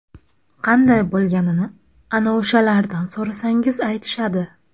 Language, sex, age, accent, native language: Uzbek, female, 25-34, Buxoro, Uzbek